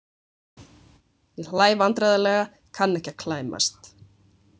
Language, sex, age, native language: Icelandic, female, 20-29, Icelandic